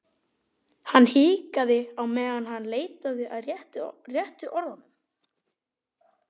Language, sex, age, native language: Icelandic, male, 12, Icelandic